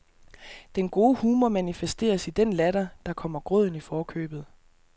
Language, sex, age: Danish, male, 32